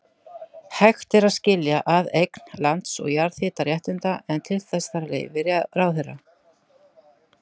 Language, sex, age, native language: Icelandic, female, 60-69, Icelandic